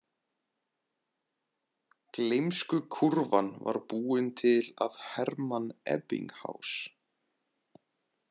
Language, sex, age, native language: Icelandic, male, 20-29, Icelandic